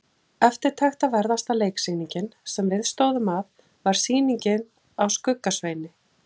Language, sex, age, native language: Icelandic, female, 40-49, Icelandic